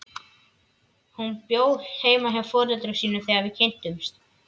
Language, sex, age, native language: Icelandic, male, 11, Icelandic